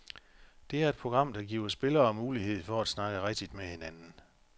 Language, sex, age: Danish, male, 45